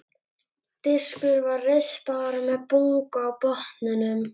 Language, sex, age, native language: Icelandic, female, 11, Icelandic